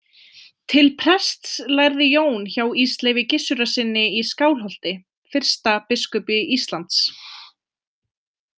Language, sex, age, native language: Icelandic, female, 20-29, Icelandic